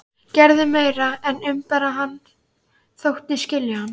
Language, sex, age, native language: Icelandic, male, 11, Icelandic